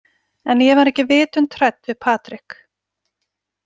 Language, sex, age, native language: Icelandic, female, 40-49, Icelandic